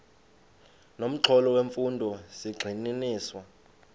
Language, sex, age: Xhosa, male, 33